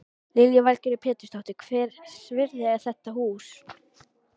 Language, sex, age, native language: Icelandic, female, 13, Icelandic